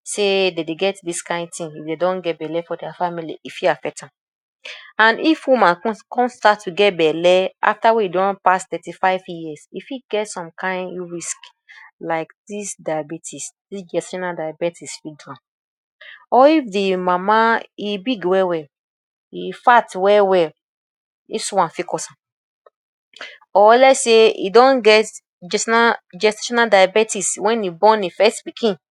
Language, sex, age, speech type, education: Nigerian Pidgin, female, 30-45, spontaneous, tertiary